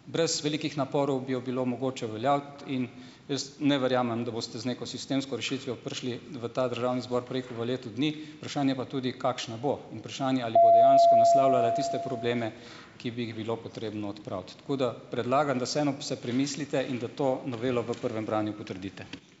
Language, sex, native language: Slovenian, male, Slovenian